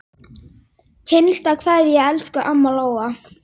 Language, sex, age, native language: Icelandic, male, 8, Icelandic